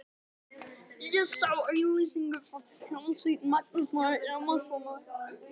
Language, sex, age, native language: Icelandic, male, 12, Icelandic